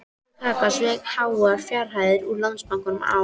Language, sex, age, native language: Icelandic, female, 13, Icelandic